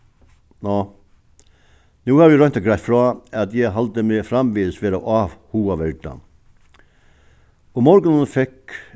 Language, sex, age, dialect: Faroese, male, 61+, Suðuroy